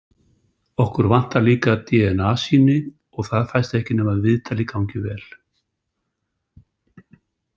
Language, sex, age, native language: Icelandic, male, 60-69, Icelandic